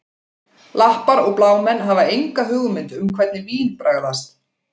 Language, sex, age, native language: Icelandic, female, 40-49, Icelandic